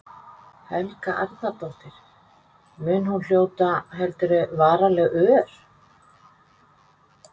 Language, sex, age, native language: Icelandic, female, 50-59, Icelandic